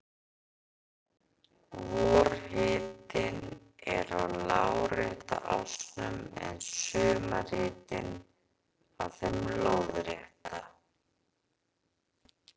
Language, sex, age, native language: Icelandic, female, 30-39, Icelandic